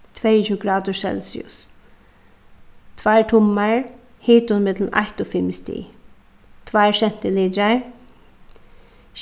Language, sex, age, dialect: Faroese, female, 36-60, Suðuroy